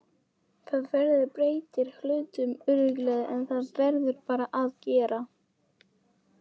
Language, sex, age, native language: Icelandic, female, 20-29, Polish